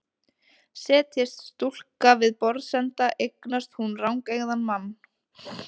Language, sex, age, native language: Icelandic, female, 20-29, Icelandic